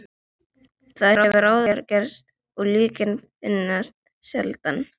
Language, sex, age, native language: Icelandic, female, 11, Icelandic